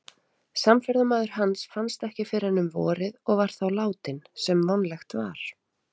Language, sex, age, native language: Icelandic, female, 30-39, Icelandic